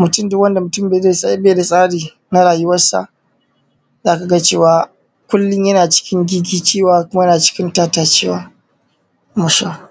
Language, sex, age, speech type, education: Hausa, male, 30-45, spontaneous, tertiary